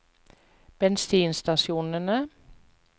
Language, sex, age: Norwegian, female, 45